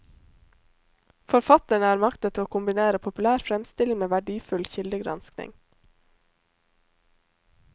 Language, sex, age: Norwegian, female, 21